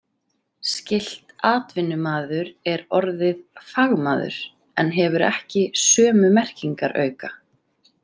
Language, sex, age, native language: Icelandic, female, 30-39, Icelandic